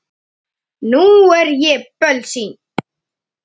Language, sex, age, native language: Icelandic, female, 9, Icelandic